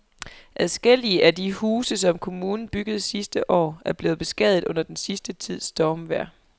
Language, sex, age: Danish, female, 23